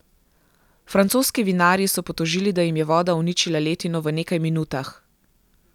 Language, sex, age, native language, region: Slovenian, female, 18-29, Slovenian, Gorenjska region